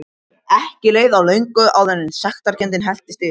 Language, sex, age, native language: Icelandic, male, 13, Icelandic